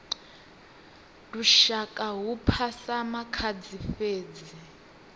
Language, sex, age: Venda, female, 18